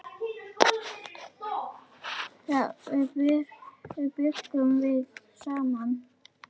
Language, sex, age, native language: Icelandic, female, 9, Icelandic